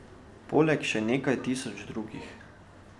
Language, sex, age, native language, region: Slovenian, male, 12-17, Slovenian, Drava region